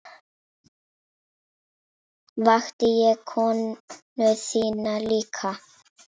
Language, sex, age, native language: Icelandic, female, 8, Icelandic